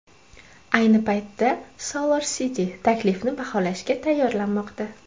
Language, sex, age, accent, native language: Uzbek, female, 25-34, Toshkent viloyati, Uzbek